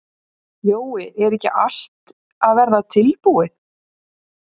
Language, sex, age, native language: Icelandic, female, 50-59, Icelandic